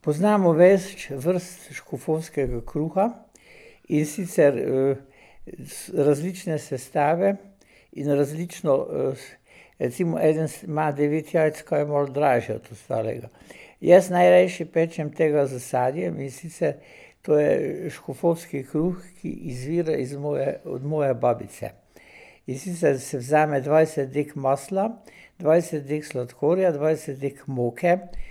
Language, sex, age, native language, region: Slovenian, male, 60+, Slovenian, Pomurje region